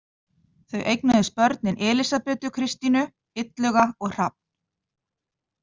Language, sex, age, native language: Icelandic, female, 50-59, Icelandic